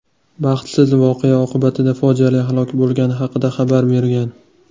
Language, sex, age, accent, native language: Uzbek, male, 19-29, Toshkent shahri, Uzbek